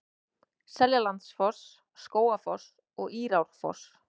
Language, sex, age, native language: Icelandic, female, 30-39, Icelandic